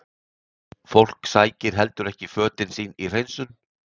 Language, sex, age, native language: Icelandic, male, 60-69, Icelandic